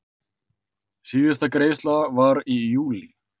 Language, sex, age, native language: Icelandic, male, 30-39, Icelandic